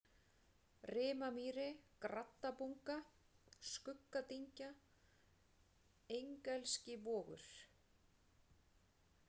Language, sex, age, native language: Icelandic, female, 40-49, Icelandic